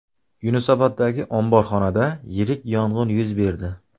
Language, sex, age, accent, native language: Uzbek, male, 25-34, Samarqand, Uzbek